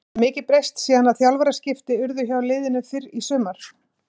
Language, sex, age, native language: Icelandic, female, 50-59, Icelandic